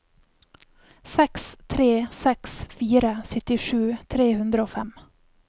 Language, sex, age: Norwegian, female, 28